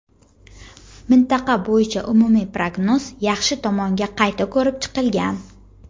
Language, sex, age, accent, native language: Uzbek, female, 19-29, Jizzax, Uzbek